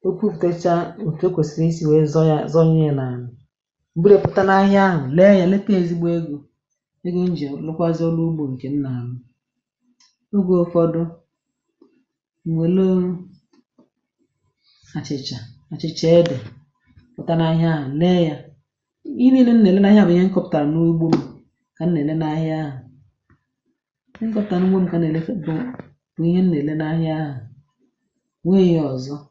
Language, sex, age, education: Igbo, female, 46-60, tertiary